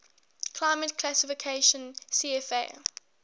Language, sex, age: English, female, 18